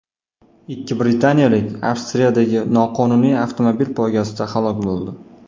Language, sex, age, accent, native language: Uzbek, male, 19-29, Toshkent viloyati, Russian